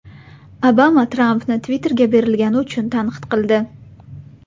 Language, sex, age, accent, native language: Uzbek, female, 18-24, Buxoro, Uzbek